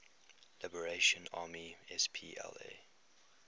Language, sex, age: English, male, 21